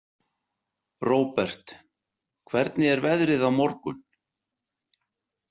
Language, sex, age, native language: Icelandic, male, 60-69, Icelandic